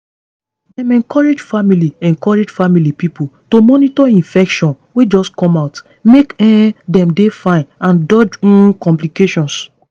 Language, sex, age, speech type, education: Nigerian Pidgin, female, 15-29, spontaneous, tertiary